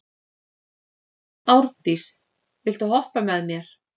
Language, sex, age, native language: Icelandic, female, 30-39, Icelandic